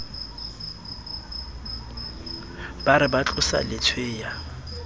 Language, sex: Southern Sotho, male